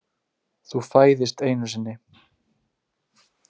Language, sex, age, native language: Icelandic, male, 20-29, Icelandic